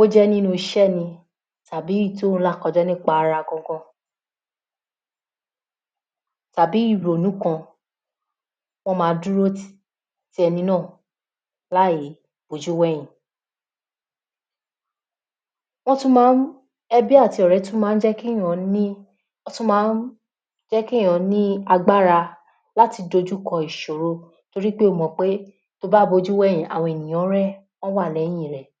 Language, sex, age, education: Yoruba, female, 46-60, tertiary